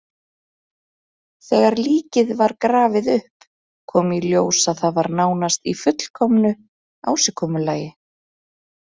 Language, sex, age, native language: Icelandic, female, 30-39, Icelandic